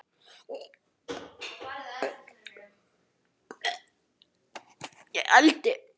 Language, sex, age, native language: Icelandic, male, 9, Icelandic